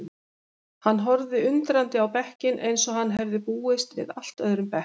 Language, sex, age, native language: Icelandic, female, 50-59, Icelandic